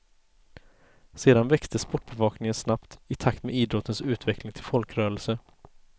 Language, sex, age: Swedish, male, 30